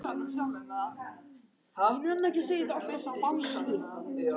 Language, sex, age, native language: Icelandic, male, 18-19, Icelandic